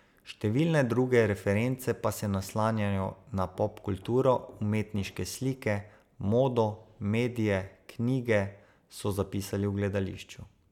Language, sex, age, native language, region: Slovenian, male, 30-49, Slovenian, Savinja region